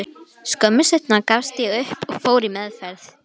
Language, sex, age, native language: Icelandic, female, 11, Icelandic